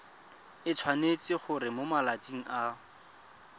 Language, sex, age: Tswana, male, 25